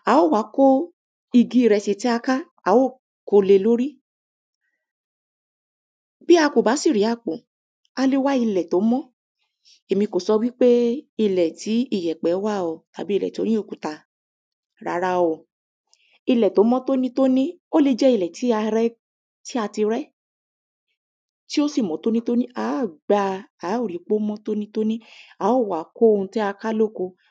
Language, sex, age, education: Yoruba, female, 30-45, primary